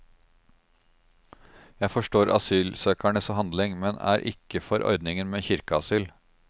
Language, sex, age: Norwegian, male, 36